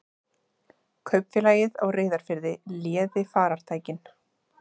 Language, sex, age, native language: Icelandic, female, 30-39, Icelandic